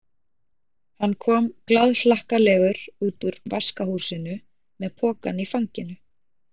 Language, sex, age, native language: Icelandic, female, 40-49, Icelandic